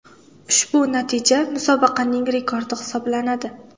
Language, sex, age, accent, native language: Uzbek, female, 18-24, Samarqand, Uzbek